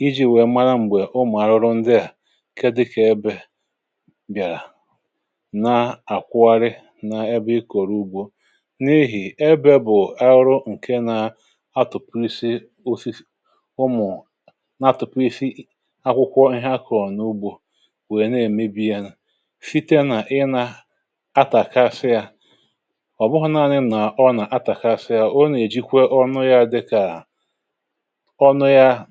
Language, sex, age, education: Igbo, male, 46-60, tertiary